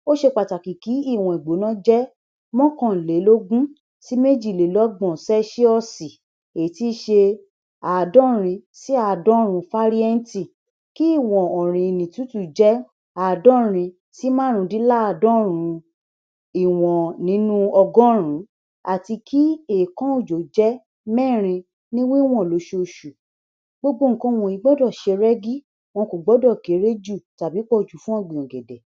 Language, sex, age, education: Yoruba, male, 60+, tertiary